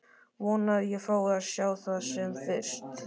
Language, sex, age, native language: Icelandic, male, 13, Icelandic